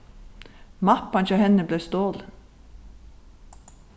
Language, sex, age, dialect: Faroese, female, 36-60, Suðurstreymoy